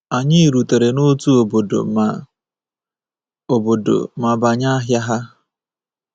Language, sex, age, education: Igbo, male, 15-29, tertiary